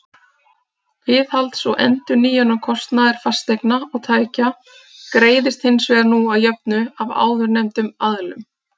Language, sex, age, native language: Icelandic, female, 30-39, Icelandic